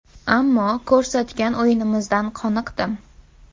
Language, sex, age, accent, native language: Uzbek, female, 18-24, Toshkent viloyati, Uzbek